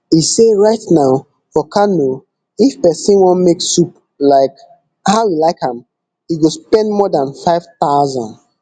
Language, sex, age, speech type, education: Nigerian Pidgin, male, 15-29, spontaneous, tertiary